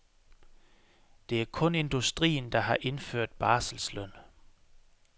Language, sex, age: Danish, male, 33